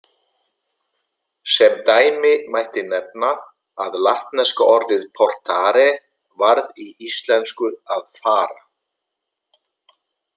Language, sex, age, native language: Icelandic, male, 70-79, Icelandic